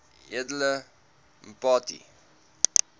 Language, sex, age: Afrikaans, male, 19